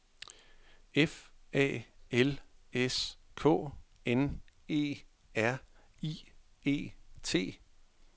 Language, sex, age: Danish, male, 41